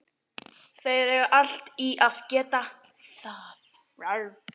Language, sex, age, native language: Icelandic, male, 18-19, Icelandic